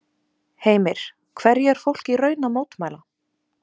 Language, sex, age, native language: Icelandic, female, 20-29, Icelandic